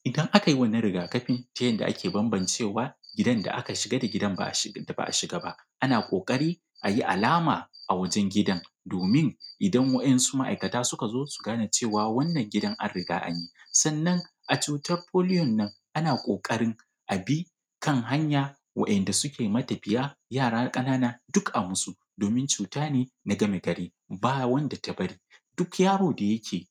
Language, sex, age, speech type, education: Hausa, male, 15-29, spontaneous, secondary